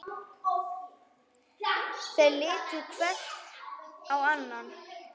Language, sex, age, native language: Icelandic, female, 8, Icelandic